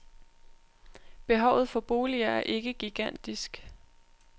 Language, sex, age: Danish, female, 20